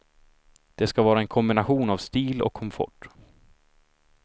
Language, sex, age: Swedish, male, 26